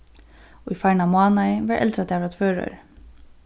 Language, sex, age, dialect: Faroese, female, 15-35, Suðurstreymoy